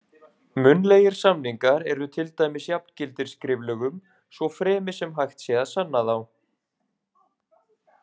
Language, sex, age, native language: Icelandic, male, 20-29, Icelandic